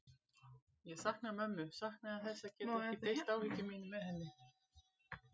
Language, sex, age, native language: Icelandic, female, 40-49, Icelandic